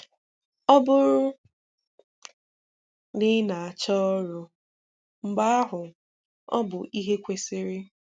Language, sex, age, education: Igbo, female, 15-29, tertiary